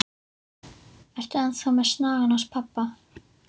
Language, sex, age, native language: Icelandic, female, 11, Icelandic